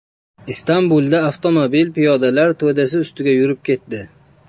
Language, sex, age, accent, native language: Uzbek, male, 25-34, Namangan, Uzbek